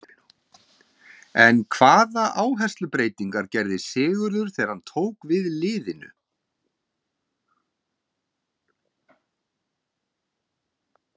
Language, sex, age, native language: Icelandic, male, 40-49, Icelandic